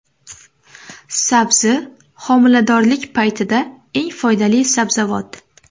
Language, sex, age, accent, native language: Uzbek, female, 18-24, Namangan, Uzbek